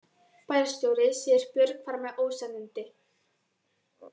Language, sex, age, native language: Icelandic, female, 18-19, Icelandic